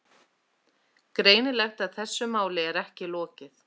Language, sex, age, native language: Icelandic, female, 30-39, Icelandic